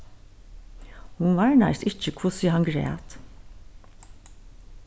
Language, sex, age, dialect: Faroese, female, 61+, Suðurstreymoy